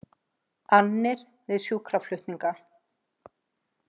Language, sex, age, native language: Icelandic, female, 50-59, Icelandic